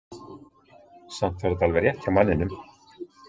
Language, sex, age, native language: Icelandic, male, 60-69, Icelandic